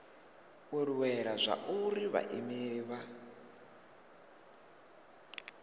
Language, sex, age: Venda, male, 22